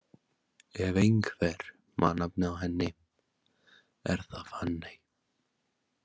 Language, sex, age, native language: Icelandic, male, 18-19, Icelandic